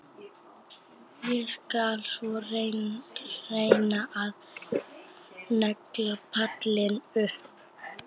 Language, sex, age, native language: Icelandic, female, 11, Icelandic